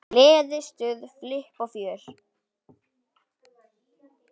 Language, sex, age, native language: Icelandic, female, 10, Icelandic